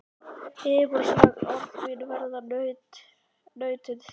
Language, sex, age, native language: Icelandic, male, 11, Icelandic